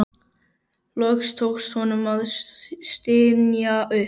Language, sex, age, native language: Icelandic, male, 12, Icelandic